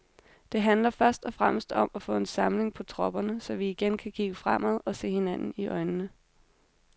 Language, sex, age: Danish, female, 26